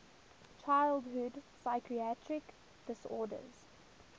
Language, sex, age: English, female, 19